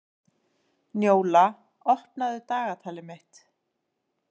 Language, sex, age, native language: Icelandic, female, 30-39, Icelandic